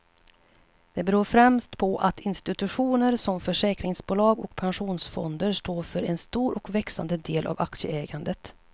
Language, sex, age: Swedish, female, 37